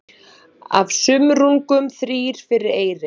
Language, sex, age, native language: Icelandic, female, 30-39, Icelandic